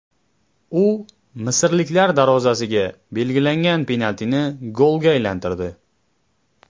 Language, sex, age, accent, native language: Uzbek, male, 25-34, Jizzax, Uzbek